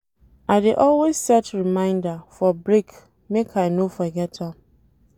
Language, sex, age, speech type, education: Nigerian Pidgin, female, 30-45, read, tertiary